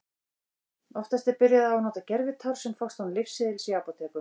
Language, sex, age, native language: Icelandic, female, 18-19, Icelandic